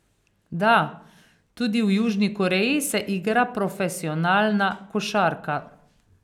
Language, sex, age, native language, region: Slovenian, female, 50-59, Slovenian, Carinthia region